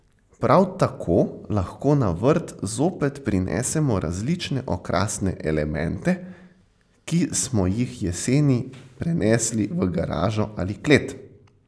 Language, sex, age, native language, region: Slovenian, male, 18-29, Slovenian, Central Slovenia